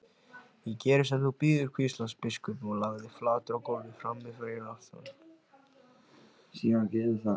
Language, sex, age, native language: Icelandic, male, 16, Icelandic